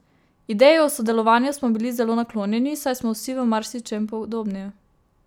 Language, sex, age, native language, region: Slovenian, female, 18-29, Slovenian, Savinja region